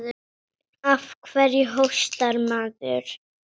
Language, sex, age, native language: Icelandic, female, 7, Icelandic